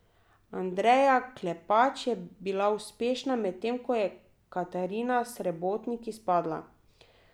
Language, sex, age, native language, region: Slovenian, female, 30-49, Slovenian, Drava region